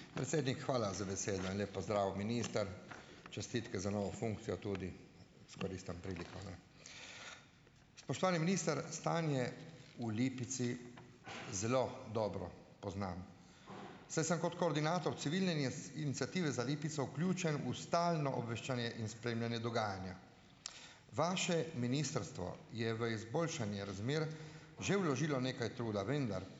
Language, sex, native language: Slovenian, male, Slovenian